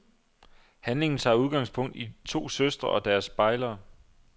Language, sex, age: Danish, male, 27